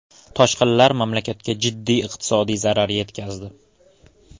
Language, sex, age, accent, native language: Uzbek, male, 18-24, Toshkent shahri, Uzbek